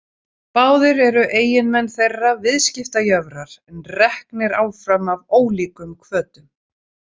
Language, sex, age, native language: Icelandic, female, 30-39, Icelandic